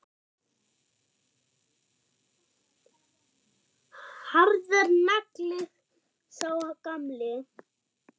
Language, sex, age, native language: Icelandic, male, 6, German